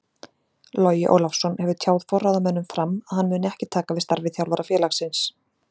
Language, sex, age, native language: Icelandic, female, 40-49, Icelandic